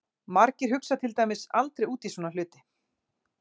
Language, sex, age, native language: Icelandic, female, 40-49, Icelandic